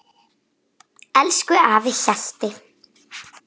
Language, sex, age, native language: Icelandic, female, 9, Icelandic